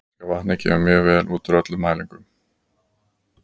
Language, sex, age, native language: Icelandic, male, 30-39, Icelandic